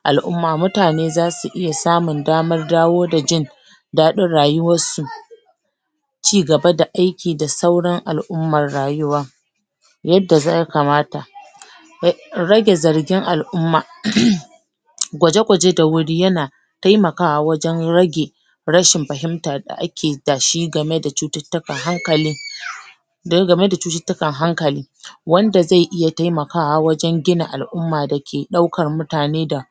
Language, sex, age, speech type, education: Hausa, female, 30-45, spontaneous, tertiary